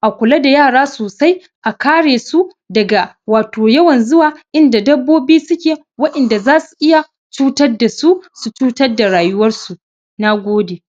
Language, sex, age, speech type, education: Hausa, male, 15-29, spontaneous, secondary